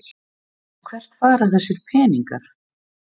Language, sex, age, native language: Icelandic, female, 60-69, Icelandic